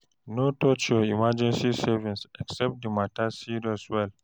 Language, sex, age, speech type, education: Nigerian Pidgin, male, 46-60, read, tertiary